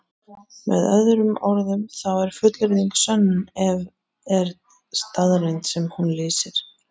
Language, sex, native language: Icelandic, male, Icelandic